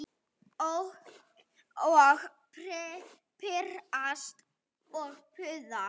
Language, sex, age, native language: Icelandic, female, 7, Icelandic